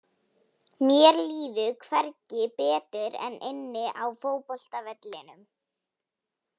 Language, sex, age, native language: Icelandic, female, 18-19, Polish